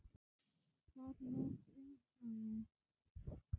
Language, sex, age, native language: Icelandic, male, 8, Icelandic